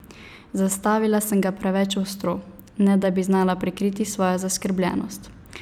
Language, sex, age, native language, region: Slovenian, female, 18-29, Slovenian, Savinja region